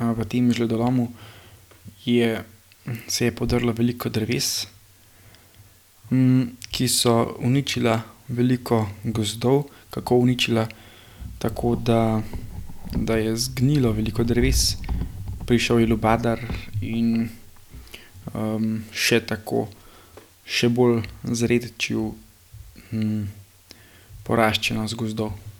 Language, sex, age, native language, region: Slovenian, male, 18-29, Slovenian, Gorenjska region